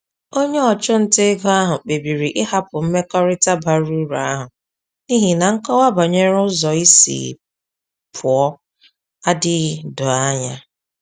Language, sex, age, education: Igbo, female, 30-45, tertiary